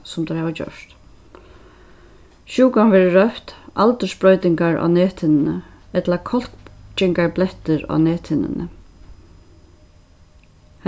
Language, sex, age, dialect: Faroese, female, 36-60, Suðurstreymoy